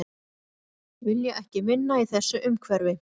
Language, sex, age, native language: Icelandic, female, 40-49, Icelandic